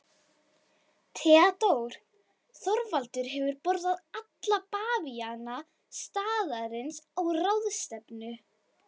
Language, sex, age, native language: Icelandic, female, 11, Icelandic